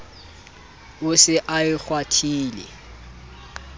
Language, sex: Southern Sotho, male